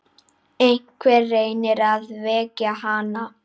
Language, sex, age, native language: Icelandic, female, 9, Icelandic